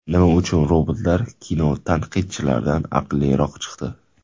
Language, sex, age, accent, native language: Uzbek, male, 18-24, Toshkent shahri, Uzbek